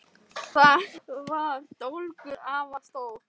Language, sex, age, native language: Icelandic, male, 10, Icelandic